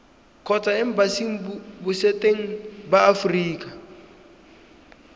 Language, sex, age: Tswana, male, 20